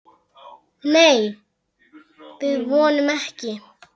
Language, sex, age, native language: Icelandic, female, 10, Icelandic